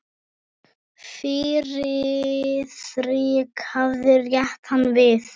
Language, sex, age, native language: Icelandic, female, 9, Icelandic